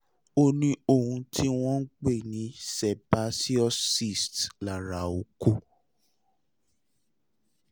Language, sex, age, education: Yoruba, male, 30-45, tertiary